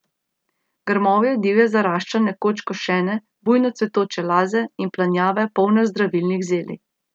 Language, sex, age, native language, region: Slovenian, female, 30-49, Slovenian, Central Slovenia